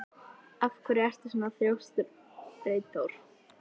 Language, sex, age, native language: Icelandic, female, 11, Icelandic